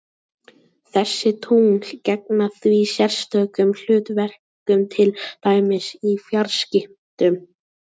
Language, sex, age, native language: Icelandic, female, 18-19, Icelandic